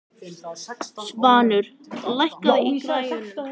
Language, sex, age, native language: Icelandic, male, 14, Icelandic